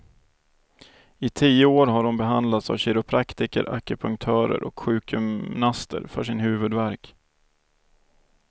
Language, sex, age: Swedish, male, 28